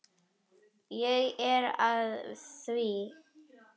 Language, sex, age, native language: Icelandic, female, 10, Icelandic